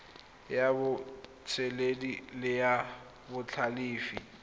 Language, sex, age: Tswana, male, 21